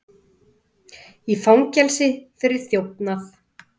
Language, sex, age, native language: Icelandic, female, 30-39, Icelandic